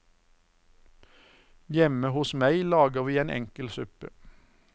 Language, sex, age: Norwegian, male, 54